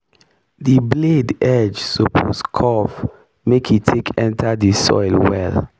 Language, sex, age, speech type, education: Nigerian Pidgin, male, 15-29, spontaneous, tertiary